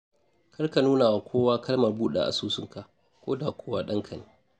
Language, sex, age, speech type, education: Hausa, male, 30-45, spontaneous, tertiary